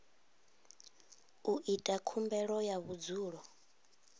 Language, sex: Venda, female